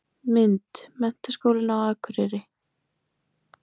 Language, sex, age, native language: Icelandic, female, 20-29, Icelandic